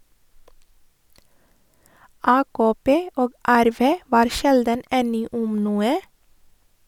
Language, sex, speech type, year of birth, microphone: Norwegian, female, read, 1983, Sennheiser